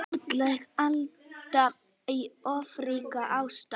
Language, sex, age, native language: Icelandic, female, 9, Icelandic